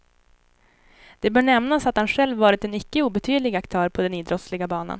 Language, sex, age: Swedish, female, 18